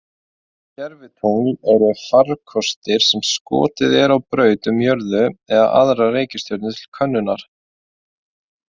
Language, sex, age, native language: Icelandic, male, 20-29, Icelandic